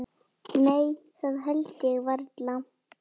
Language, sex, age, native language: Icelandic, female, 7, Icelandic